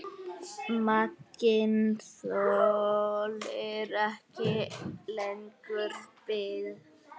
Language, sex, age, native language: Icelandic, male, 8, Icelandic